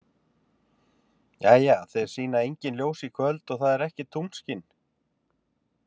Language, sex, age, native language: Icelandic, male, 50-59, Icelandic